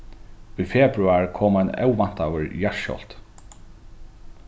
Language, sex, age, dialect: Faroese, male, 36-60, Norðuroyggjar